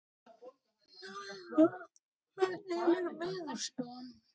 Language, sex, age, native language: Icelandic, male, 12, Icelandic